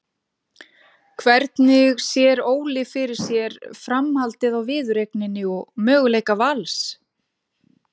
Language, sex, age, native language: Icelandic, female, 50-59, Icelandic